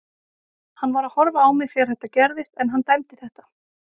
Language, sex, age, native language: Icelandic, female, 30-39, Icelandic